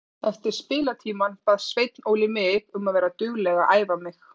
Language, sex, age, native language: Icelandic, female, 30-39, Icelandic